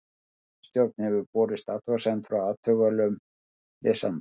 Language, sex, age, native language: Icelandic, male, 50-59, Icelandic